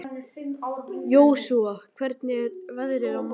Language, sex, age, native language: Icelandic, male, 11, Icelandic